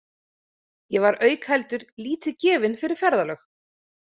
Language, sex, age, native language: Icelandic, female, 30-39, Icelandic